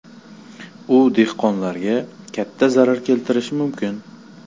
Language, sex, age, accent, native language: Uzbek, male, 25-34, Samarqand, Uzbek